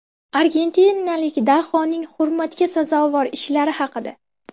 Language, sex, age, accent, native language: Uzbek, female, 18-24, Andijon, Uzbek